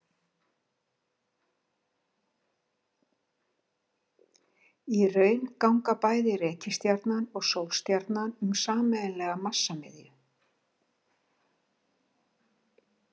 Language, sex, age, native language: Icelandic, female, 60-69, Icelandic